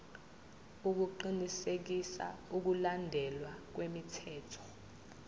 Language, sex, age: Zulu, female, 20